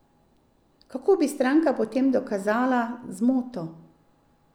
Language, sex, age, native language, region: Slovenian, female, 50-59, Slovenian, Drava region